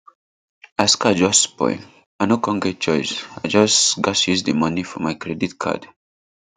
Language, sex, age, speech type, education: Nigerian Pidgin, male, 15-29, spontaneous, tertiary